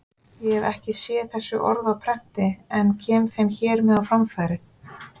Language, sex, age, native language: Icelandic, female, 30-39, Icelandic